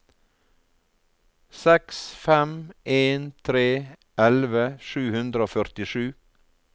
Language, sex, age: Norwegian, male, 48